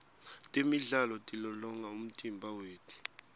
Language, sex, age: Swati, male, 18